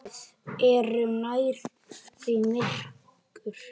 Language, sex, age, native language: Icelandic, male, 10, Icelandic